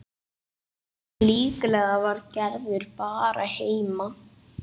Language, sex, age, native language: Icelandic, male, 8, Icelandic